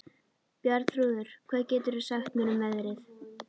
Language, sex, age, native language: Icelandic, female, 12, Icelandic